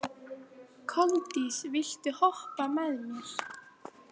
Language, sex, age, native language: Icelandic, female, 13, Icelandic